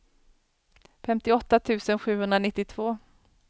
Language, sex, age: Swedish, female, 40